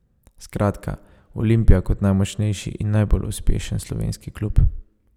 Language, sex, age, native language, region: Slovenian, male, 30-49, Slovenian, Savinja region